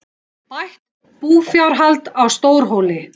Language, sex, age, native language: Icelandic, female, 40-49, Icelandic